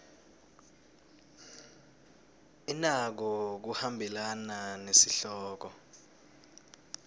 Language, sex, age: Swati, male, 20